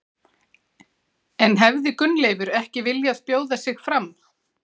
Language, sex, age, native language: Icelandic, female, 40-49, Icelandic